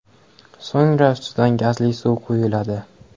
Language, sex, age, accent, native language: Uzbek, male, 18-24, Andijon, Uzbek